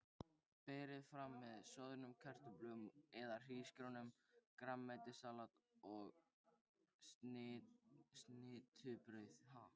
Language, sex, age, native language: Icelandic, male, 13, Icelandic